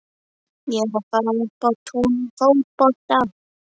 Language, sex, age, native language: Icelandic, female, 11, Icelandic